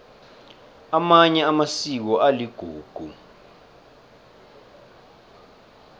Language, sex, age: South Ndebele, male, 23